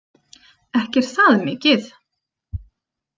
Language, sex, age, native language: Icelandic, female, 30-39, Icelandic